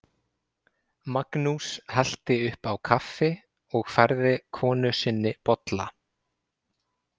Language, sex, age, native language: Icelandic, male, 20-29, Icelandic